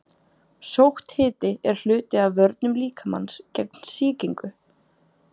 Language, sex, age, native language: Icelandic, female, 20-29, Icelandic